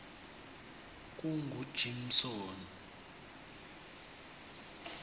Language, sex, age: South Ndebele, male, 26